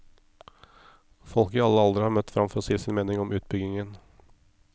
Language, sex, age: Norwegian, male, 34